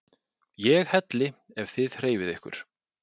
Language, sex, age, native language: Icelandic, male, 40-49, Icelandic